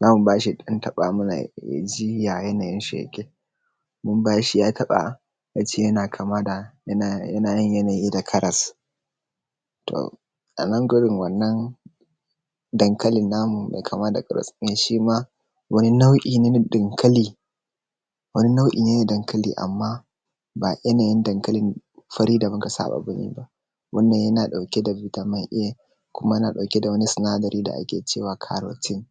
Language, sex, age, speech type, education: Hausa, male, 15-29, spontaneous, secondary